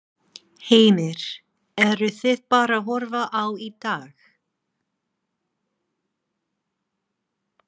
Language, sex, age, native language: Icelandic, female, 40-49, English